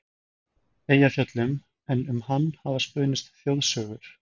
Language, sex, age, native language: Icelandic, male, 20-29, Icelandic